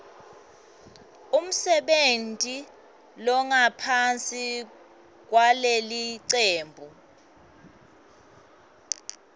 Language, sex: Swati, female